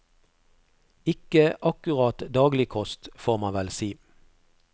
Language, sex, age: Norwegian, male, 48